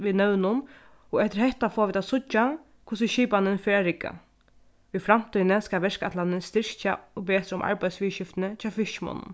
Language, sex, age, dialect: Faroese, female, 15-35, Norðurstreymoy/Eysturoy